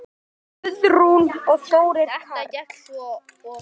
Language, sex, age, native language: Icelandic, male, 10, Icelandic